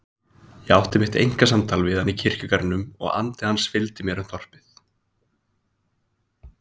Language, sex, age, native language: Icelandic, male, 20-29, Icelandic